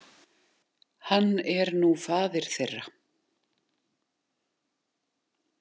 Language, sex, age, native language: Icelandic, female, 40-49, Icelandic